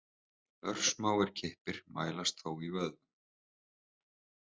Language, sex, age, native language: Icelandic, male, 30-39, Icelandic